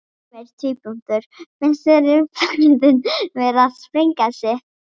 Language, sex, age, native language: Icelandic, female, 40-49, Icelandic